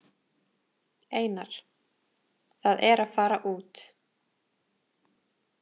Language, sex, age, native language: Icelandic, female, 20-29, Icelandic